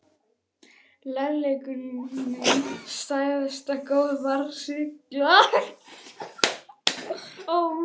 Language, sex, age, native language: Icelandic, female, 11, Icelandic